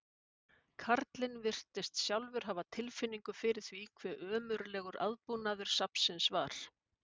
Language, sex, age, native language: Icelandic, female, 50-59, Icelandic